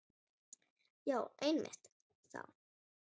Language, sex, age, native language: Icelandic, female, 9, Icelandic